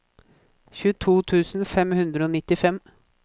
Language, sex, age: Norwegian, male, 24